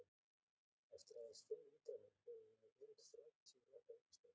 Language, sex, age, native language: Icelandic, male, 20-29, Icelandic